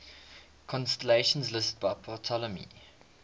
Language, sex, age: English, male, 21